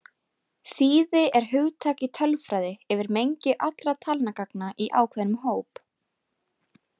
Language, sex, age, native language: Icelandic, female, 18-19, Icelandic